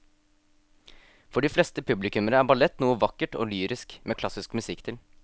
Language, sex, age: Norwegian, male, 18